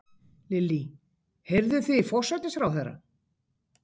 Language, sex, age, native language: Icelandic, female, 50-59, Icelandic